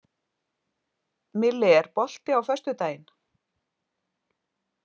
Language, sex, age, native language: Icelandic, female, 50-59, Icelandic